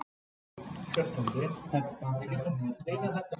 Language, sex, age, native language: Icelandic, female, 60-69, Icelandic